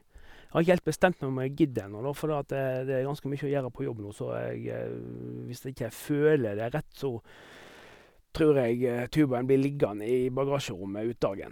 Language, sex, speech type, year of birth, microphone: Norwegian, male, spontaneous, 1958, Sennheiser